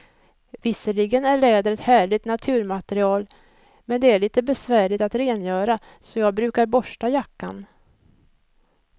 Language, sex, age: Swedish, female, 56